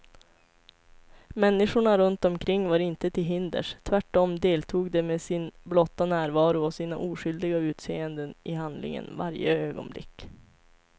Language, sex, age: Swedish, female, 25